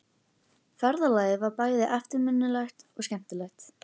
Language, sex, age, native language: Icelandic, female, 11, Icelandic